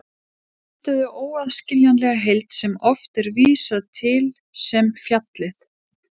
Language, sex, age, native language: Icelandic, female, 40-49, Icelandic